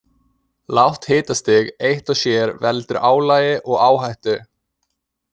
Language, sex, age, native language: Icelandic, male, 20-29, English